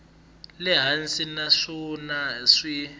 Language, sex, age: Tsonga, male, 20